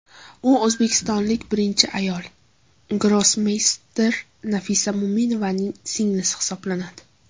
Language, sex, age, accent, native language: Uzbek, female, 18-24, Toshkent viloyati, Uzbek